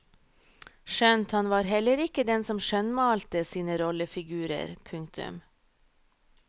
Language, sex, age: Norwegian, female, 38